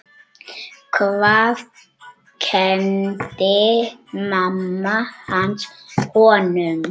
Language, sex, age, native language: Icelandic, male, 9, Icelandic